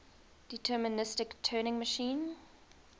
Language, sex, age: English, female, 20